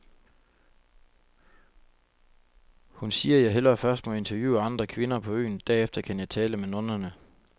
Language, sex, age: Danish, male, 25